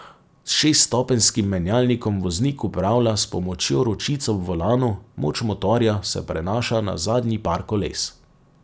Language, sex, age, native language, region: Slovenian, male, 30-49, Slovenian, Savinja region